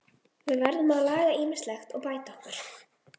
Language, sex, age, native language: Icelandic, female, 20-29, Icelandic